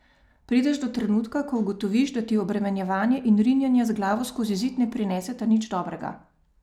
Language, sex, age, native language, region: Slovenian, female, 30-49, Slovenian, Savinja region